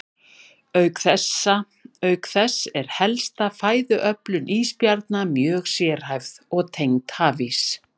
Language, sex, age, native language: Icelandic, female, 50-59, Icelandic